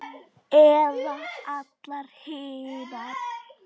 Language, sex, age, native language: Icelandic, female, 8, Icelandic